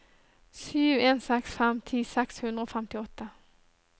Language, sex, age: Norwegian, female, 37